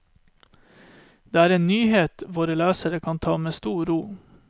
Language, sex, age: Norwegian, male, 31